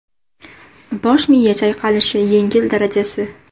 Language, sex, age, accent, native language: Uzbek, female, under 19, Andijon, Uzbek